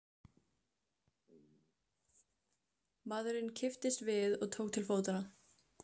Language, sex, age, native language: Icelandic, female, 15, Icelandic